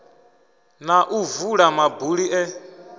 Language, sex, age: Venda, male, 25